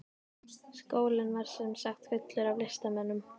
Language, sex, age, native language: Icelandic, female, 13, Icelandic